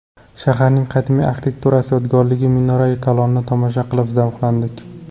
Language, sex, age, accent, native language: Uzbek, male, 18-24, Jizzax, Uzbek